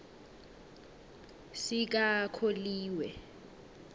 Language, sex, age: South Ndebele, female, 21